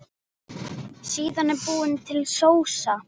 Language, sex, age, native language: Icelandic, female, 10, Icelandic